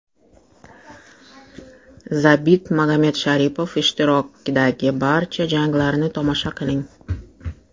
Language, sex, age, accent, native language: Uzbek, female, 35+, Toshkent shahri, Russian